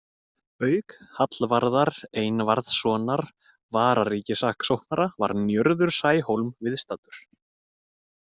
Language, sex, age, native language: Icelandic, male, 20-29, Icelandic